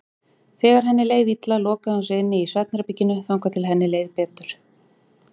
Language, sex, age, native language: Icelandic, female, 40-49, Icelandic